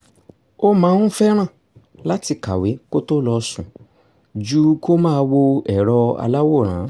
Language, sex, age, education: Yoruba, male, 30-45, tertiary